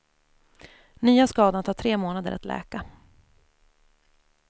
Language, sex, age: Swedish, female, 28